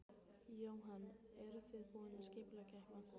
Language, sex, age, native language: Icelandic, female, 15, Icelandic